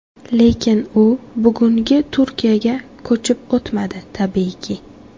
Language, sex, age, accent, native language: Uzbek, female, 18-24, Samarqand, Uzbek